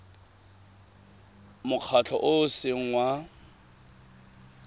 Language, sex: Tswana, male